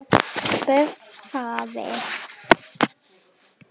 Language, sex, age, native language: Icelandic, female, 10, Icelandic